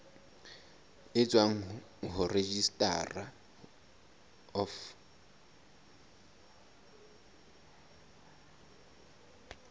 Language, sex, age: Southern Sotho, male, 19